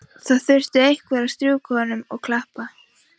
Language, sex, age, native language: Icelandic, female, 15, Icelandic